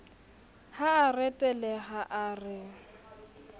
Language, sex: Southern Sotho, female